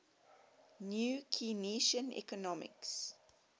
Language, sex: English, female